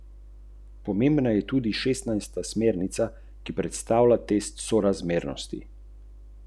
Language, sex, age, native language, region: Slovenian, male, 30-49, Slovenian, Central Slovenia